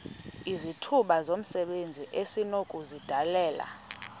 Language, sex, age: Xhosa, female, 31